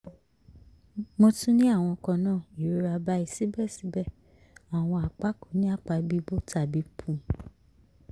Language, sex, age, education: Yoruba, female, 15-29, tertiary